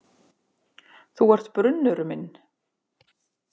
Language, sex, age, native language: Icelandic, female, 50-59, Icelandic